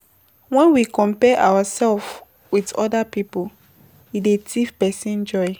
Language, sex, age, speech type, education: Nigerian Pidgin, female, 15-29, spontaneous, tertiary